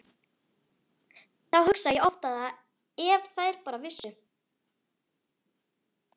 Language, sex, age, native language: Icelandic, female, 11, Icelandic